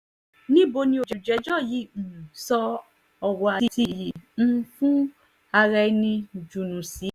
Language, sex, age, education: Yoruba, female, 15-29, tertiary